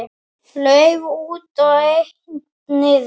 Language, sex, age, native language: Icelandic, female, 9, Icelandic